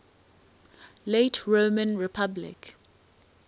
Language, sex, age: English, female, 19